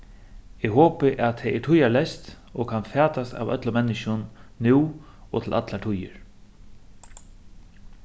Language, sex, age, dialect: Faroese, male, 36-60, Suðurstreymoy